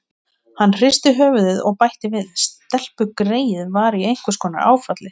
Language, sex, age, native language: Icelandic, female, 20-29, Icelandic